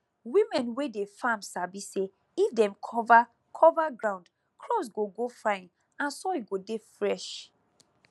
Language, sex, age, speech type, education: Nigerian Pidgin, female, 15-29, spontaneous, tertiary